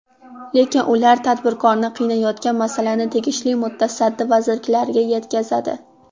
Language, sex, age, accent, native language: Uzbek, female, under 19, Toshkent shahri, Uzbek